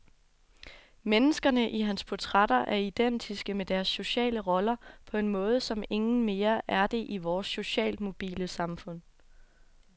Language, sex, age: Danish, female, 24